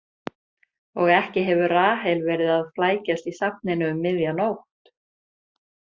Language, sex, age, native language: Icelandic, female, 30-39, Icelandic